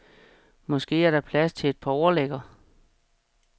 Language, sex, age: Danish, male, 36